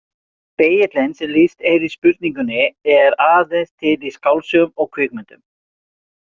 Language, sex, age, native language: Icelandic, male, 40-49, Icelandic